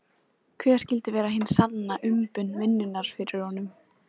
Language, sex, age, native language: Icelandic, female, 14, Icelandic